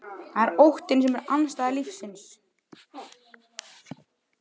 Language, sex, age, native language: Icelandic, male, 11, Icelandic